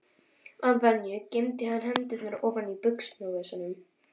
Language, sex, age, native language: Icelandic, female, 11, Icelandic